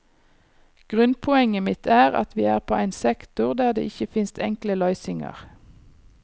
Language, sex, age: Norwegian, female, 39